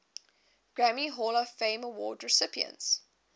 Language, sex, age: English, female, 20